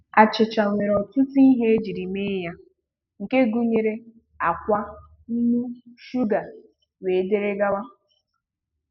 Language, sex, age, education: Igbo, female, 15-29, tertiary